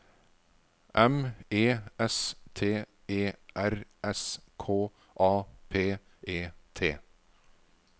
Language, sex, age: Norwegian, male, 49